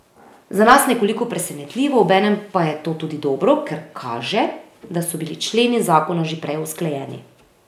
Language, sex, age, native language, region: Slovenian, female, 30-49, Slovenian, Drava region